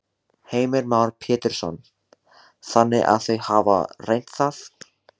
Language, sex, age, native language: Icelandic, male, 16, Icelandic